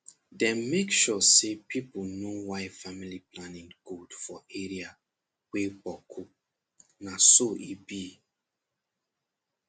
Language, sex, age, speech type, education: Nigerian Pidgin, male, 15-29, spontaneous, secondary